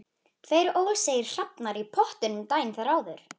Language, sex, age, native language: Icelandic, female, 11, Icelandic